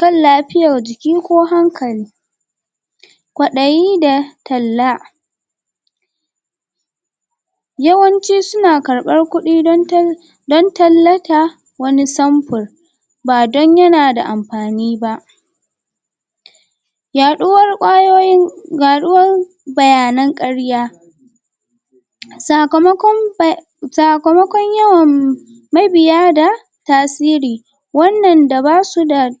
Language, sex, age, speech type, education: Hausa, female, 46-60, spontaneous, secondary